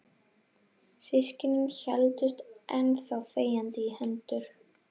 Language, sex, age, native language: Icelandic, female, 11, Icelandic